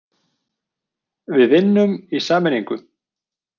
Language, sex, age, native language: Icelandic, male, 40-49, Icelandic